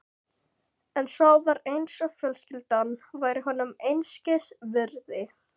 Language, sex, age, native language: Icelandic, female, 15, Icelandic